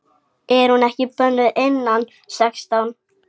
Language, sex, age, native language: Icelandic, female, 15, Icelandic